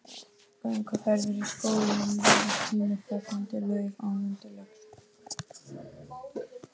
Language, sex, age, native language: Icelandic, male, 12, Icelandic